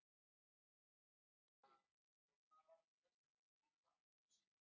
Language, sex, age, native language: Icelandic, female, 30-39, Icelandic